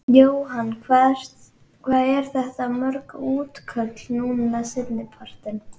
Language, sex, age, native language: Icelandic, female, 11, Icelandic